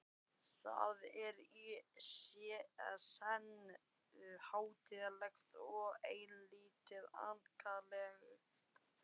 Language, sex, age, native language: Icelandic, male, 12, Icelandic